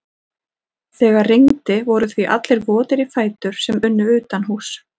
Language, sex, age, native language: Icelandic, female, 40-49, Icelandic